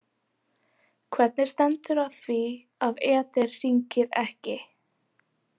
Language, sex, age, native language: Icelandic, female, 18-19, Icelandic